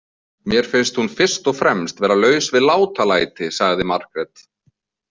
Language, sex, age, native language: Icelandic, male, 20-29, Icelandic